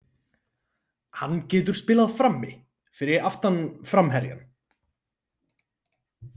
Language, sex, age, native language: Icelandic, male, 20-29, Icelandic